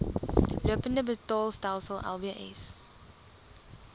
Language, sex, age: Afrikaans, female, 20